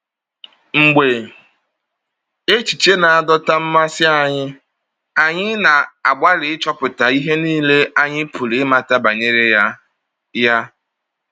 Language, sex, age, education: Igbo, male, 30-45, tertiary